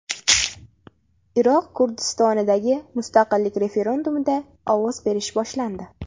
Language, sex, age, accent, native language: Uzbek, female, 18-24, Farg'ona, Uzbek